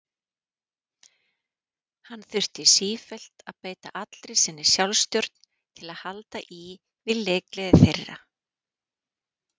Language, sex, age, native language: Icelandic, female, 40-49, Icelandic